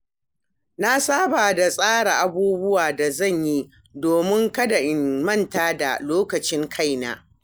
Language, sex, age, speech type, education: Hausa, female, 60+, read, primary